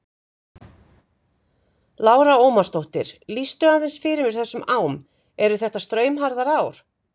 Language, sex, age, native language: Icelandic, female, 50-59, Icelandic